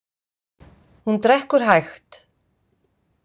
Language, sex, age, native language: Icelandic, female, 50-59, Icelandic